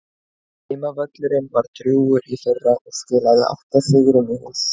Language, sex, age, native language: Icelandic, female, 20-29, Icelandic